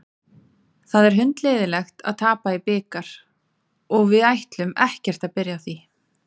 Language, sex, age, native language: Icelandic, female, 30-39, Icelandic